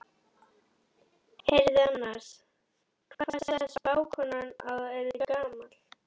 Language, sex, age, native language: Icelandic, female, 11, Icelandic